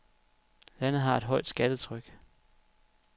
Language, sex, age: Danish, male, 31